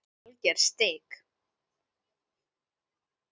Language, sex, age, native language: Icelandic, female, 10, Icelandic